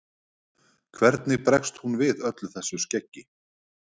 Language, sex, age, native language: Icelandic, male, 50-59, Icelandic